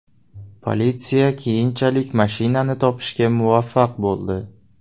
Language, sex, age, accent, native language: Uzbek, male, 18-24, Navoiy, Uzbek